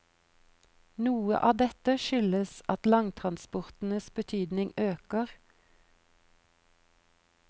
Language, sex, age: Norwegian, female, 43